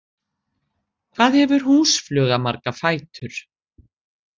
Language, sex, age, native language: Icelandic, female, 60-69, Icelandic